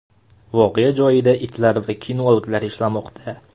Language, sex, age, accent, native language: Uzbek, male, 18-24, Farg'ona, Uzbek